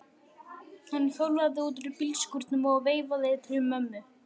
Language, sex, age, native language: Icelandic, male, 11, Icelandic